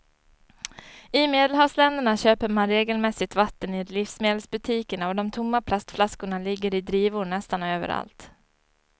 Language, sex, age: Swedish, female, 34